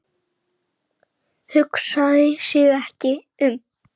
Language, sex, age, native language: Icelandic, male, 8, Icelandic